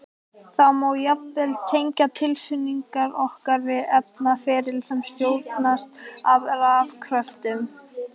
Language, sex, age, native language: Icelandic, female, 18-19, Icelandic